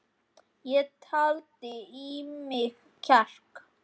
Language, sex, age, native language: Icelandic, male, 10, Icelandic